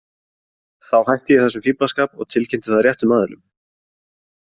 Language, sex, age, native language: Icelandic, male, 20-29, Icelandic